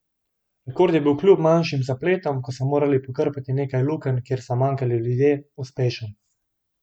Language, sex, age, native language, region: Slovenian, male, 18-29, Slovenian, Gorenjska region